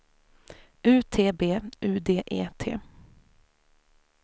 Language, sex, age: Swedish, female, 28